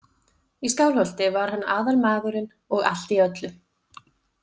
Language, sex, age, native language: Icelandic, female, 20-29, Icelandic